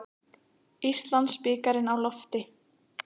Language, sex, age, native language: Icelandic, female, 18-19, Icelandic